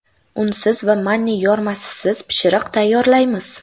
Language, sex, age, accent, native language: Uzbek, female, 12-17, Toshkent shahri, Uzbek